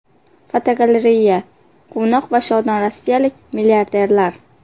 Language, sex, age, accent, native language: Uzbek, female, 18-24, Qashqadaryo, Uzbek